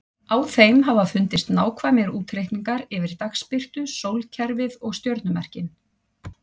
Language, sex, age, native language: Icelandic, female, 40-49, Icelandic